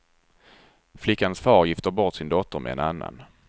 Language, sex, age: Swedish, male, 34